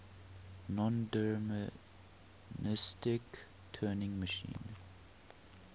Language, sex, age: English, male, 18